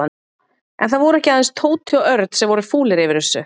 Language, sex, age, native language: Icelandic, female, 40-49, Icelandic